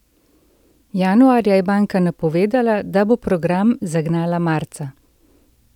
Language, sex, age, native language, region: Slovenian, female, 30-49, Slovenian, Central Slovenia